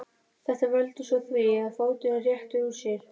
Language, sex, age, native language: Icelandic, female, 30-39, Icelandic